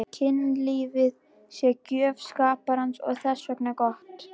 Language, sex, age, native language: Icelandic, female, 11, Icelandic